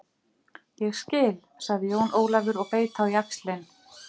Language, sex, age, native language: Icelandic, female, 50-59, Icelandic